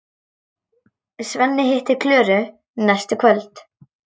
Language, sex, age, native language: Icelandic, female, 10, Icelandic